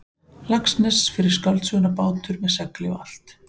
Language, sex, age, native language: Icelandic, male, 15, Icelandic